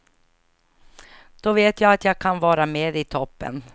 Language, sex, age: Swedish, female, 49